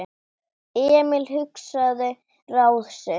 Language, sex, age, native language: Icelandic, female, 10, Icelandic